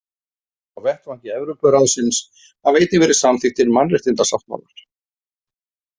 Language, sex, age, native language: Icelandic, male, 40-49, Icelandic